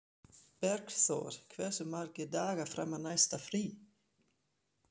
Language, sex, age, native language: Icelandic, female, 40-49, German